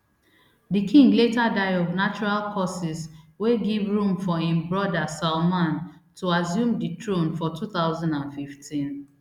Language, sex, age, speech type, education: Nigerian Pidgin, female, 30-45, spontaneous, tertiary